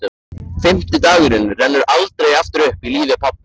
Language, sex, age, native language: Icelandic, male, 14, Icelandic